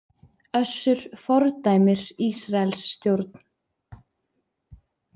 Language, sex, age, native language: Icelandic, female, 20-29, Icelandic